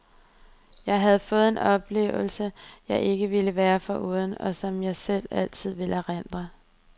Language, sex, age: Danish, female, 23